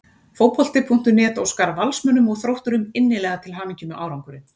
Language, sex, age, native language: Icelandic, female, 40-49, Icelandic